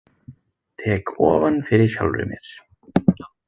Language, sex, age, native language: Icelandic, female, 20-29, Icelandic